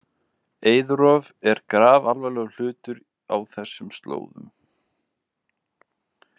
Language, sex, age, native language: Icelandic, male, 20-29, Icelandic